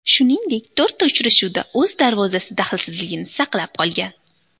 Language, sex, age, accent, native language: Uzbek, female, 18-24, Andijon, Uzbek